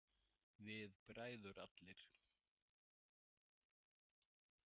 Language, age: Icelandic, 70-79